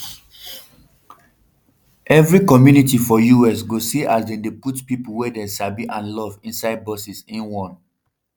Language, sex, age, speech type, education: Nigerian Pidgin, male, 15-29, spontaneous, tertiary